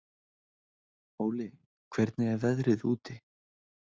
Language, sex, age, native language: Icelandic, male, 20-29, Icelandic